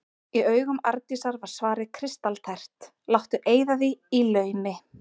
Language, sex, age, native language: Icelandic, female, 30-39, Icelandic